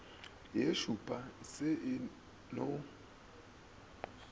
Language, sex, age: Northern Sotho, male, 24